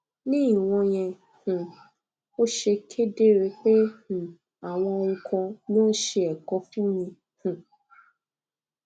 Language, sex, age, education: Yoruba, female, 15-29, tertiary